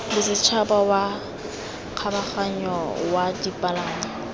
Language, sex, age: Tswana, female, 18